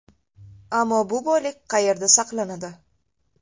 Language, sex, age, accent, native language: Uzbek, female, 18-24, Toshkent shahri, Uzbek